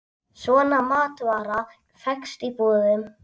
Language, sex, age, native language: Icelandic, female, 10, Icelandic